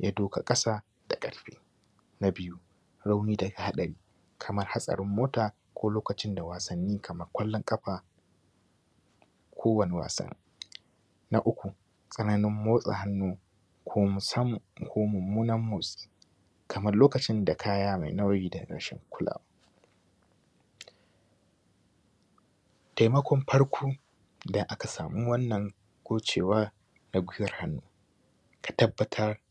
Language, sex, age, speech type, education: Hausa, male, 15-29, spontaneous, primary